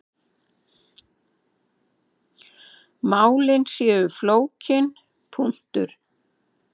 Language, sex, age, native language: Icelandic, female, 70-79, Icelandic